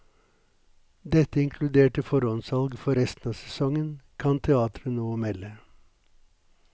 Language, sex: Norwegian, male